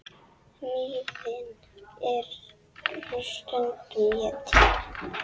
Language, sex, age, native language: Icelandic, female, 10, Icelandic